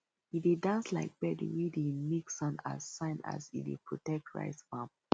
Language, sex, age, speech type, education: Nigerian Pidgin, female, 30-45, spontaneous, tertiary